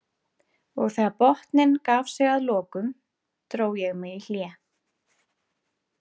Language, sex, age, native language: Icelandic, female, 30-39, Icelandic